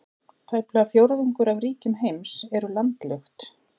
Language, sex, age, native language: Icelandic, female, 40-49, Icelandic